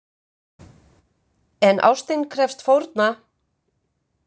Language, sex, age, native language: Icelandic, female, 50-59, Icelandic